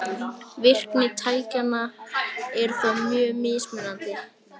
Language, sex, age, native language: Icelandic, male, 18-19, Icelandic